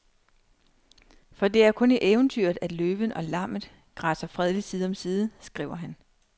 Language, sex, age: Danish, female, 39